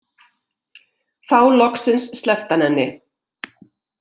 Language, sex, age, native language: Icelandic, female, 50-59, Icelandic